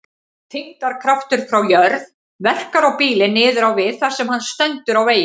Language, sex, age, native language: Icelandic, female, 50-59, Icelandic